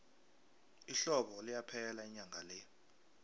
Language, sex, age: South Ndebele, male, 23